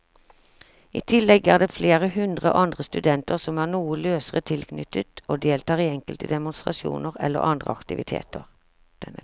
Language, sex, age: Norwegian, female, 46